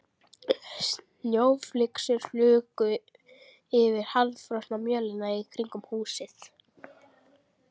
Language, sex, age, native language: Icelandic, female, 12, Icelandic